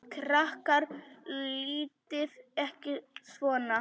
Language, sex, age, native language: Icelandic, female, 10, Polish